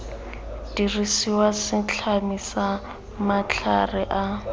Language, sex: Tswana, female